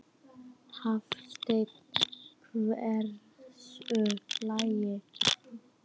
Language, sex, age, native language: Icelandic, female, 11, Icelandic